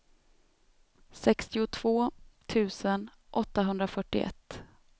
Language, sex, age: Swedish, female, 32